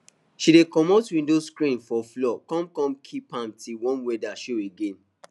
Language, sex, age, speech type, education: Nigerian Pidgin, male, 15-29, spontaneous, tertiary